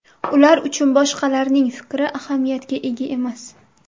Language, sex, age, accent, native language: Uzbek, female, 18-24, Surxondaryo, Uzbek